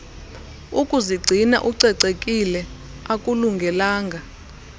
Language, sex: Xhosa, female